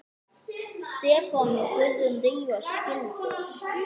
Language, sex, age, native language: Icelandic, male, 9, Icelandic